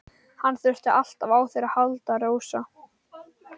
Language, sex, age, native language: Icelandic, male, 12, Icelandic